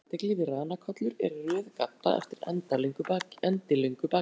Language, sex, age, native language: Icelandic, female, 40-49, Icelandic